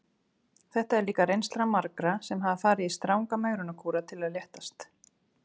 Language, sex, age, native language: Icelandic, female, 30-39, Icelandic